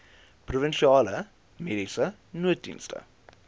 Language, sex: Afrikaans, male